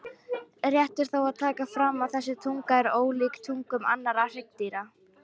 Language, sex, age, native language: Icelandic, female, 18-19, Icelandic